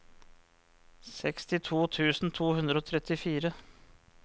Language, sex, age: Norwegian, male, 34